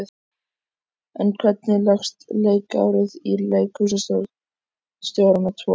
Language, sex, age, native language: Icelandic, male, 14, Icelandic